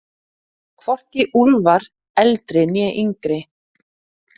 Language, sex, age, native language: Icelandic, female, 30-39, Icelandic